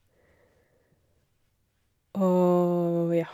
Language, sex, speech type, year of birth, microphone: Norwegian, female, spontaneous, 1990, Shure